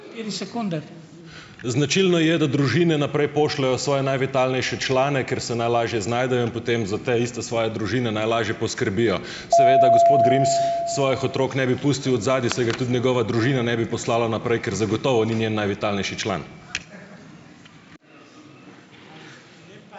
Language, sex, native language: Slovenian, male, Slovenian